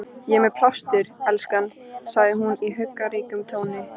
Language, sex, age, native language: Icelandic, female, 13, Icelandic